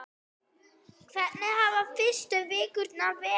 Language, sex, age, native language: Icelandic, female, 8, Icelandic